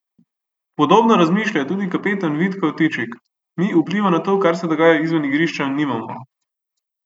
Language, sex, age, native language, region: Slovenian, male, 18-29, Slovenian, Gorenjska region